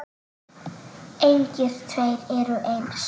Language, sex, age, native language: Icelandic, female, 9, Icelandic